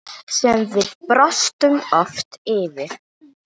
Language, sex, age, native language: Icelandic, female, 9, Icelandic